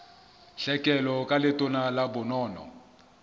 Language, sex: Southern Sotho, male